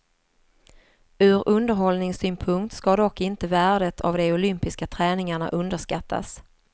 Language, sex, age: Swedish, female, 47